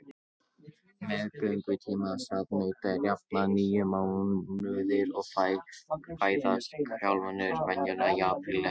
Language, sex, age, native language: Icelandic, male, 18-19, Icelandic